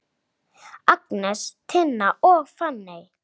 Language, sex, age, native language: Icelandic, female, 8, Icelandic